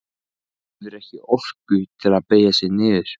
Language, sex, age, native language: Icelandic, male, 15, Icelandic